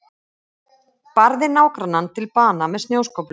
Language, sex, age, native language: Icelandic, female, 30-39, Icelandic